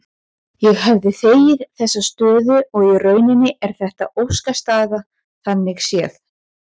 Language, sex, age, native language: Icelandic, female, 20-29, Icelandic